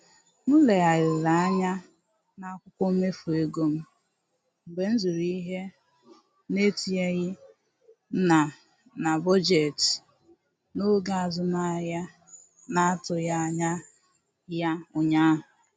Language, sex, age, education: Igbo, female, 15-29, tertiary